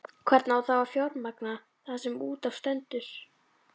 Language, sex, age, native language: Icelandic, female, 12, Icelandic